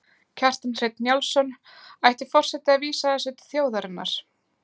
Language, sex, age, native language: Icelandic, female, 20-29, Icelandic